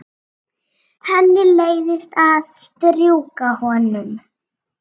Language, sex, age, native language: Icelandic, female, 7, Icelandic